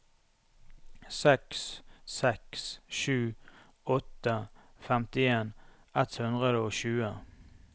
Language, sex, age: Norwegian, male, 32